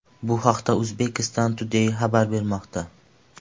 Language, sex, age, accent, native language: Uzbek, male, 12-17, Andijon, Uzbek